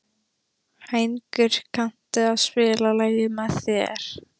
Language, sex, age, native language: Icelandic, female, 13, Icelandic